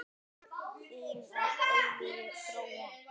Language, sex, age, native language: Icelandic, male, 10, Icelandic